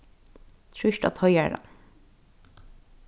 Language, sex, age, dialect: Faroese, female, 15-35, Norðurstreymoy/Eysturoy